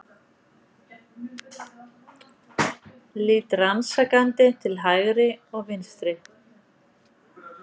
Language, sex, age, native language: Icelandic, female, 40-49, Icelandic